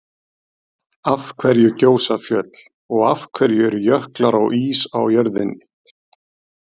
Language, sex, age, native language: Icelandic, male, 40-49, Icelandic